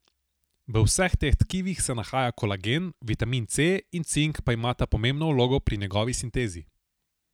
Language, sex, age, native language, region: Slovenian, male, 18-29, Slovenian, Southeast Slovenia